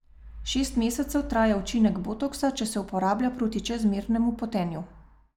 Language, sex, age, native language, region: Slovenian, female, 30-49, Slovenian, Savinja region